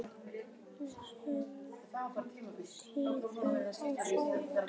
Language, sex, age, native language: Icelandic, male, 11, Icelandic